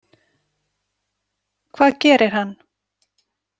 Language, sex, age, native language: Icelandic, female, 40-49, Icelandic